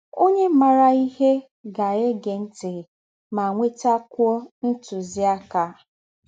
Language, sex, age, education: Igbo, female, 15-29, tertiary